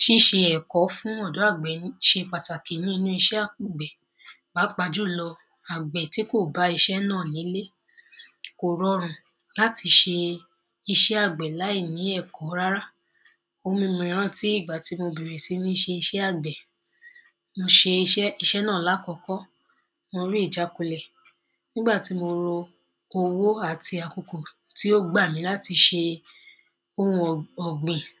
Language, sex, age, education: Yoruba, female, 15-29, primary